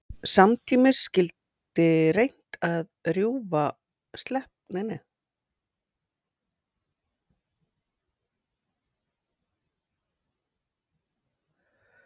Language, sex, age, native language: Icelandic, female, 40-49, Icelandic